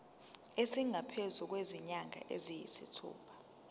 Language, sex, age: Zulu, female, 19